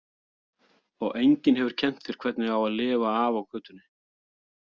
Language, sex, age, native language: Icelandic, male, 40-49, Icelandic